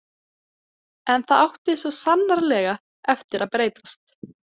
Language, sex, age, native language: Icelandic, female, 18-19, Icelandic